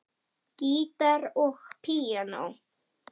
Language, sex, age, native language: Icelandic, female, 10, Icelandic